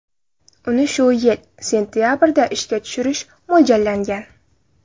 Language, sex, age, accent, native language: Uzbek, female, 18-24, Navoiy, Uzbek